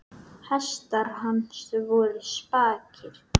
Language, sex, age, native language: Icelandic, male, 8, Icelandic